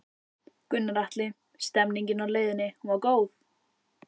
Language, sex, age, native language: Icelandic, female, 14, Icelandic